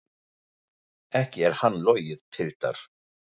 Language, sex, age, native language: Icelandic, male, 40-49, German